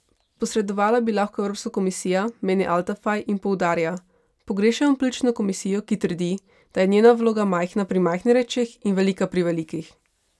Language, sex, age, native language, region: Slovenian, female, 18-29, Slovenian, Pomurje region